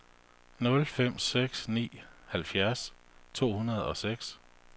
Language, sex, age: Danish, male, 48